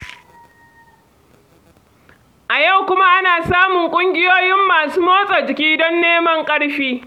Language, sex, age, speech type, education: Hausa, female, 46-60, read, secondary